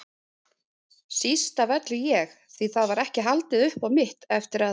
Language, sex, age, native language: Icelandic, female, 30-39, Icelandic